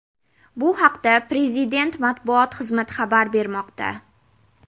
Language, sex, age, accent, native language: Uzbek, female, 18-24, Namangan, Uzbek